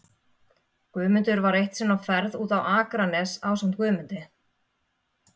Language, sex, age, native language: Icelandic, female, 30-39, Icelandic